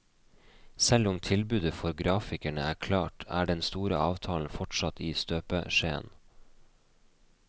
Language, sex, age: Norwegian, male, 29